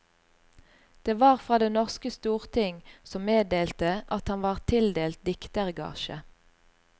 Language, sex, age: Norwegian, female, 38